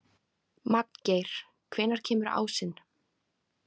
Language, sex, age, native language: Icelandic, female, 20-29, Icelandic